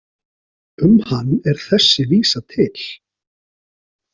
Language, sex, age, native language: Icelandic, male, 40-49, Icelandic